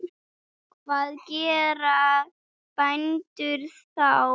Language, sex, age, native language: Icelandic, female, 8, Icelandic